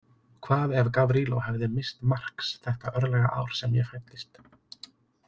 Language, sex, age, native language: Icelandic, male, 30-39, Icelandic